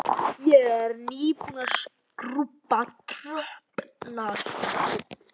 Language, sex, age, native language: Icelandic, male, 11, Icelandic